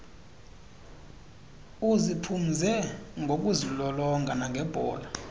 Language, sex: Xhosa, male